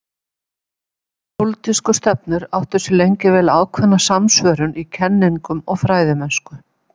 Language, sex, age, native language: Icelandic, female, 70-79, Icelandic